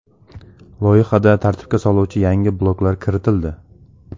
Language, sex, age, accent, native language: Uzbek, male, 18-24, Samarqand, Uzbek